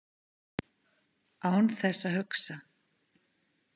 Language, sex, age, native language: Icelandic, female, 50-59, Icelandic